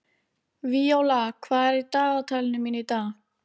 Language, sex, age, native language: Icelandic, female, 18-19, Icelandic